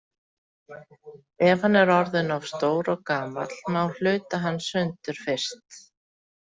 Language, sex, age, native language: Icelandic, female, 40-49, Icelandic